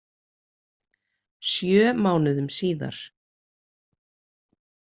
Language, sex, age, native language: Icelandic, female, 30-39, Icelandic